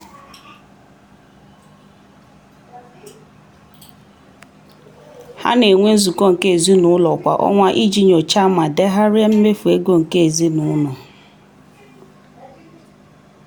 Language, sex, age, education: Igbo, female, 15-29, tertiary